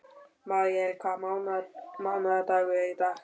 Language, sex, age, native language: Icelandic, male, 12, Icelandic